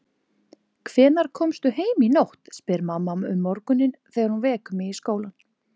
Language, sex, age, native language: Icelandic, female, 20-29, Icelandic